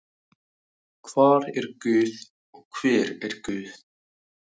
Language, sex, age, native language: Icelandic, male, 18-19, Icelandic